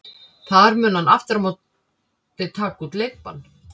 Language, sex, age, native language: Icelandic, female, 50-59, Icelandic